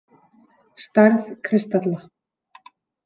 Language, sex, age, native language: Icelandic, female, 30-39, Icelandic